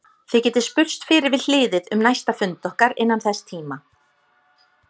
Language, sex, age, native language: Icelandic, female, 30-39, Icelandic